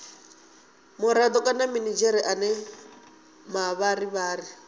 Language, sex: Venda, female